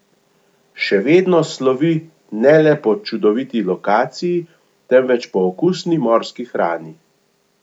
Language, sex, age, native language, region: Slovenian, male, 50-59, Slovenian, Gorenjska region